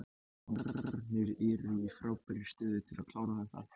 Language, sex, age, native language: Icelandic, male, 18-19, Icelandic